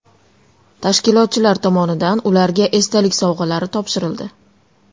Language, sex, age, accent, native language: Uzbek, female, 19-29, Toshkent shahri, Uzbek